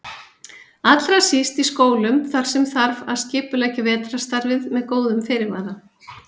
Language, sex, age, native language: Icelandic, female, 50-59, Icelandic